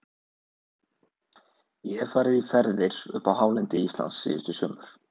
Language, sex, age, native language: Icelandic, male, 20-29, Icelandic